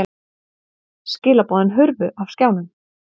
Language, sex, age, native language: Icelandic, female, 30-39, Icelandic